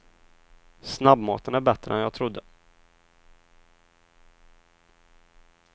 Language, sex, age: Swedish, male, 23